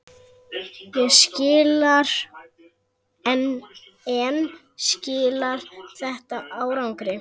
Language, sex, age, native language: Icelandic, female, 10, Icelandic